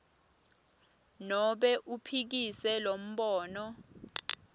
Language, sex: Swati, female